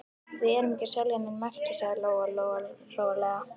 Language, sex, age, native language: Icelandic, female, 11, Icelandic